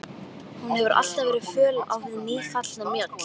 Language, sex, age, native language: Icelandic, female, 12, Icelandic